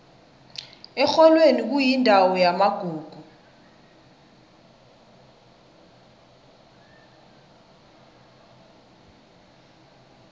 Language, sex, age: South Ndebele, female, 21